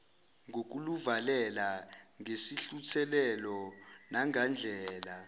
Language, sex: Zulu, male